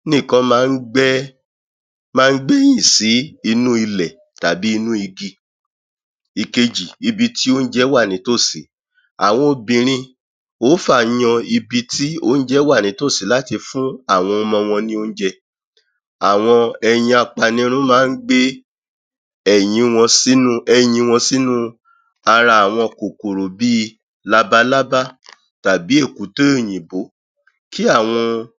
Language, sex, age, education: Yoruba, male, 30-45, tertiary